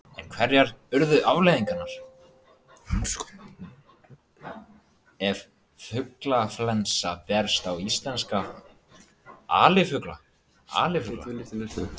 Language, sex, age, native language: Icelandic, male, 18-19, Icelandic